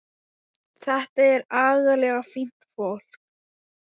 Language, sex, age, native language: Icelandic, female, 10, Thai